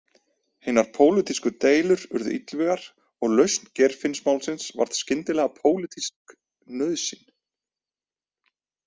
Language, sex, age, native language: Icelandic, male, 20-29, Icelandic